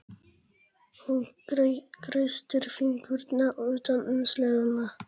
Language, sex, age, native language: Icelandic, male, 11, Polish